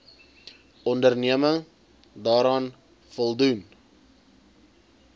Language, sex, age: Afrikaans, male, 20